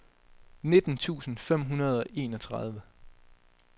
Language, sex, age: Danish, male, 22